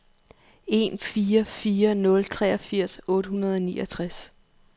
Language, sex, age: Danish, female, 34